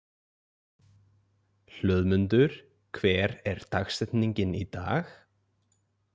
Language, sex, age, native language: Icelandic, male, 20-29, Icelandic